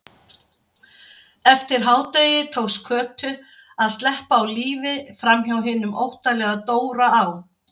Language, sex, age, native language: Icelandic, female, 60-69, Icelandic